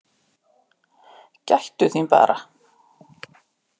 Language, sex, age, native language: Icelandic, female, 50-59, Icelandic